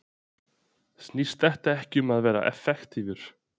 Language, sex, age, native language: Icelandic, male, 20-29, Icelandic